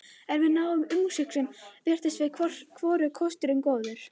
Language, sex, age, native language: Icelandic, other, 11, Icelandic